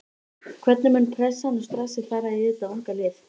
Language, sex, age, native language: Icelandic, female, 13, Icelandic